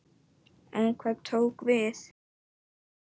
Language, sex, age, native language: Icelandic, male, 9, Icelandic